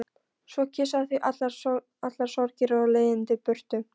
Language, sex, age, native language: Icelandic, female, 13, Polish